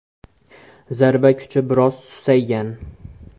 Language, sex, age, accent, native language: Uzbek, male, 18-24, Xorazm, Uzbek